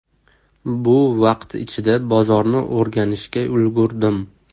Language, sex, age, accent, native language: Uzbek, male, 18-24, Toshkent shahri, Uzbek